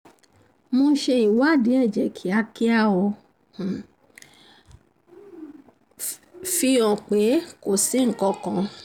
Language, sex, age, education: Yoruba, female, 30-45, tertiary